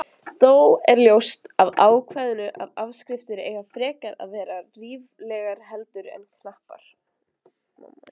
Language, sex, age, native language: Icelandic, other, 20-29, Icelandic